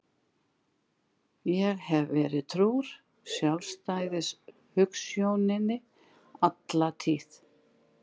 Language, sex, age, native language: Icelandic, female, 60-69, Icelandic